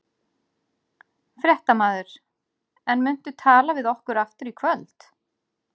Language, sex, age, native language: Icelandic, female, 40-49, Icelandic